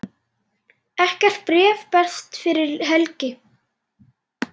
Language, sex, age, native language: Icelandic, male, 8, Icelandic